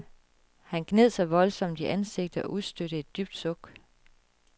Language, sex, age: Danish, female, 36